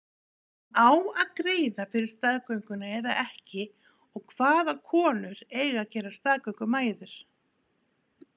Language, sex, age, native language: Icelandic, female, 50-59, Icelandic